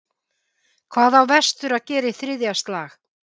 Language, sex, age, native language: Icelandic, female, 50-59, Icelandic